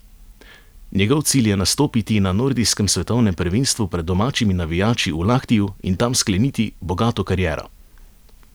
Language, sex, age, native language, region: Slovenian, male, 30-49, Slovenian, Savinja region